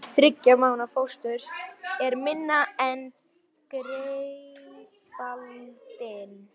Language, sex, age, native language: Icelandic, male, 11, Icelandic